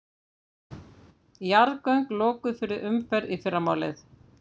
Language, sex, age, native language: Icelandic, female, 50-59, Icelandic